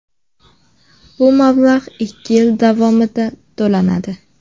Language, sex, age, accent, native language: Uzbek, female, 18-24, Samarqand, Uzbek